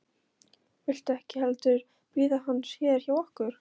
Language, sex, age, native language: Icelandic, female, 13, Polish